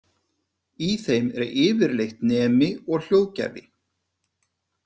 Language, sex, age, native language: Icelandic, male, 50-59, Icelandic